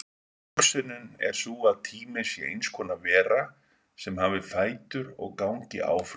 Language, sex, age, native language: Icelandic, male, 50-59, Icelandic